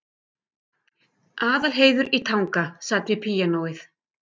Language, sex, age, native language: Icelandic, female, 50-59, Icelandic